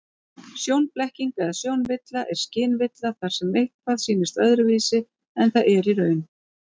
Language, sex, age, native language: Icelandic, female, 40-49, Icelandic